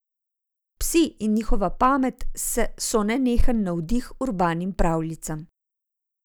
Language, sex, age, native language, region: Slovenian, female, 50-59, Slovenian, Zasavska region